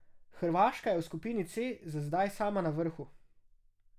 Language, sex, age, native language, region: Slovenian, male, 18-29, Slovenian, Drava region